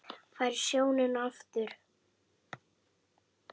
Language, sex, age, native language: Icelandic, male, 8, Icelandic